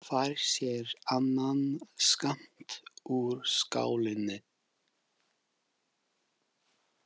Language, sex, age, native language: Icelandic, male, 50-59, English